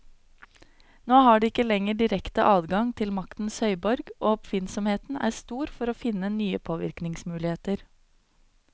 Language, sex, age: Norwegian, female, 26